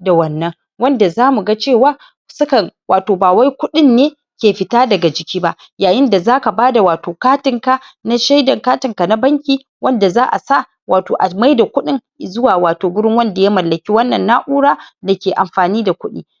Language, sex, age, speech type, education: Hausa, female, 30-45, spontaneous, tertiary